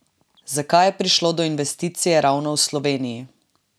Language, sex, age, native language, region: Slovenian, female, 18-29, Slovenian, Drava region